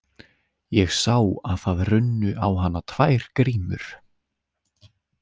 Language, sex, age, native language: Icelandic, male, 20-29, Icelandic